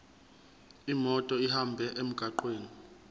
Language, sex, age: Zulu, male, 24